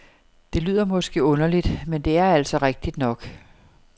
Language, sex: Danish, female